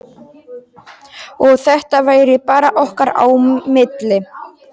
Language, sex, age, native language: Icelandic, male, 40-49, Polish